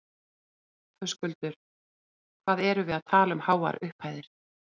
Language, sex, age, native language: Icelandic, female, 40-49, Icelandic